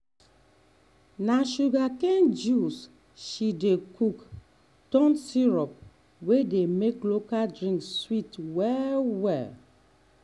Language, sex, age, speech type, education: Nigerian Pidgin, female, 30-45, spontaneous, tertiary